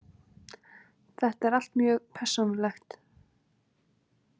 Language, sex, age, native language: Icelandic, female, 20-29, Icelandic